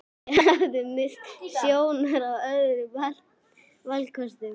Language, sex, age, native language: Icelandic, female, 11, Icelandic